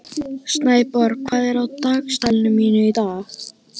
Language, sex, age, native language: Icelandic, male, 12, Icelandic